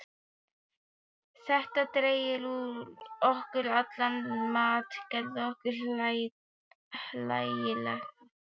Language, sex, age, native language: Icelandic, male, 12, Icelandic